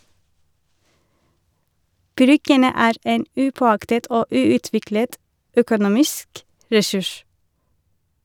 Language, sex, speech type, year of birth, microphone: Norwegian, female, read, 1983, Shure